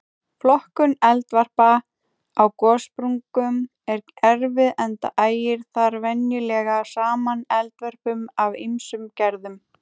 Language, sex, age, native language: Icelandic, female, 18-19, Icelandic